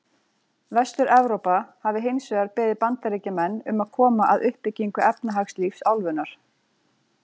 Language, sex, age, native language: Icelandic, female, 40-49, Icelandic